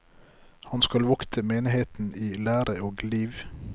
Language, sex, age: Norwegian, male, 33